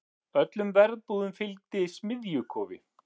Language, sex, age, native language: Icelandic, male, 40-49, Icelandic